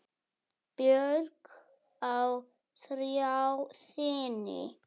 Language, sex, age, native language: Icelandic, male, 6, Icelandic